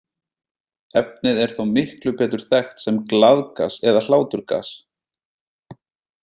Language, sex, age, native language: Icelandic, male, 30-39, Icelandic